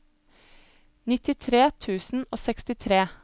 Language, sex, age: Norwegian, female, 25